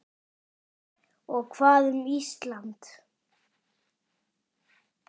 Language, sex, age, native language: Icelandic, male, 10, Icelandic